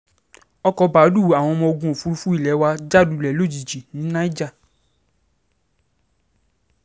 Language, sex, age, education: Yoruba, male, 15-29, secondary